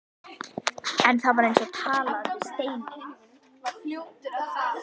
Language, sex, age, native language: Icelandic, female, 11, Icelandic